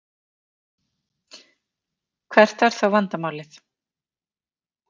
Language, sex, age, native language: Icelandic, female, 50-59, Icelandic